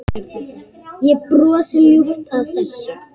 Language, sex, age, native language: Icelandic, female, 8, Icelandic